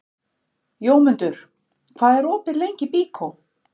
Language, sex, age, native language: Icelandic, female, 50-59, Icelandic